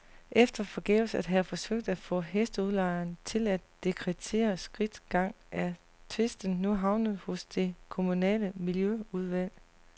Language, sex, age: Danish, female, 40